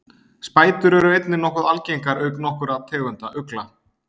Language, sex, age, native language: Icelandic, male, 30-39, Icelandic